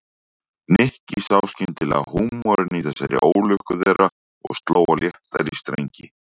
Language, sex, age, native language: Icelandic, male, 40-49, Icelandic